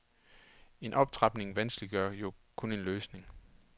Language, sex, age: Danish, male, 28